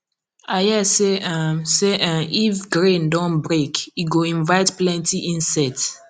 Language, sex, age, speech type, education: Nigerian Pidgin, female, 15-29, spontaneous, tertiary